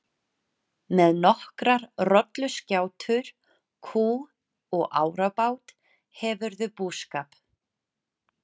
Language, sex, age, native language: Icelandic, female, 30-39, Icelandic